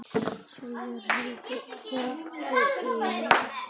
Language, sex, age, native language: Icelandic, female, 9, Icelandic